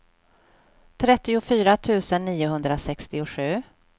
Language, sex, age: Swedish, female, 46